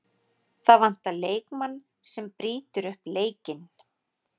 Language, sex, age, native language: Icelandic, female, 40-49, Icelandic